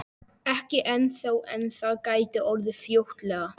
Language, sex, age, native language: Icelandic, male, 11, Polish